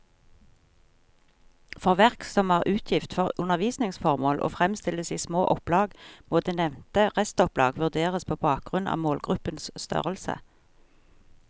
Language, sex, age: Norwegian, female, 43